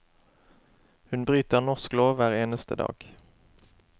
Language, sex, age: Norwegian, male, 27